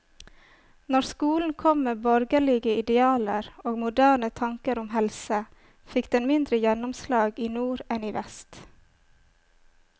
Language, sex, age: Norwegian, female, 25